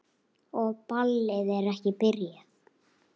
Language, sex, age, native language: Icelandic, female, 8, Icelandic